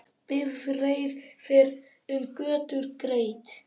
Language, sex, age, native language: Icelandic, male, 10, Icelandic